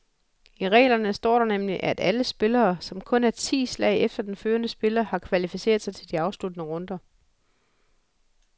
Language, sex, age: Danish, female, 41